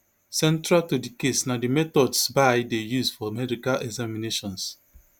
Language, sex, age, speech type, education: Nigerian Pidgin, male, 30-45, spontaneous, tertiary